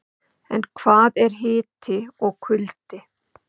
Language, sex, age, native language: Icelandic, female, 50-59, Icelandic